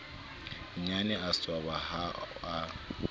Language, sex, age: Southern Sotho, male, 26